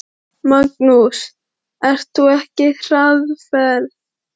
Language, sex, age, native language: Icelandic, female, 12, Icelandic